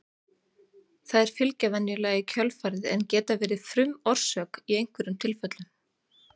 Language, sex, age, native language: Icelandic, female, 30-39, Icelandic